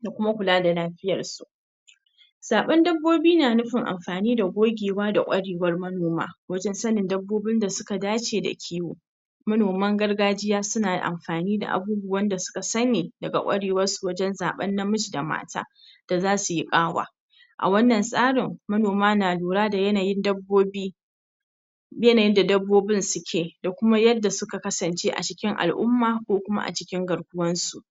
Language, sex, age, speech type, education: Hausa, female, 46-60, spontaneous, tertiary